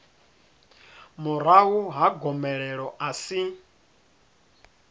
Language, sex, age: Venda, male, 30